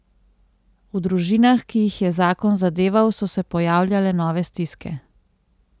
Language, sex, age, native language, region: Slovenian, female, 30-49, Slovenian, Central Slovenia